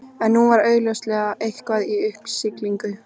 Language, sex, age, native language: Icelandic, female, 13, Icelandic